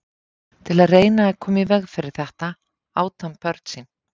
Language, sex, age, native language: Icelandic, female, 50-59, Icelandic